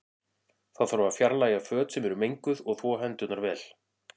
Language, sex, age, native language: Icelandic, male, 40-49, Icelandic